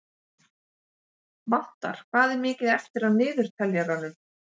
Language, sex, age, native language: Icelandic, male, 30-39, Icelandic